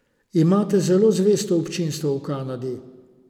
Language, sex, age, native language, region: Slovenian, male, 50-59, Slovenian, Savinja region